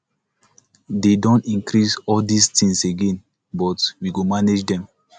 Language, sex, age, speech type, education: Nigerian Pidgin, male, 15-29, spontaneous, tertiary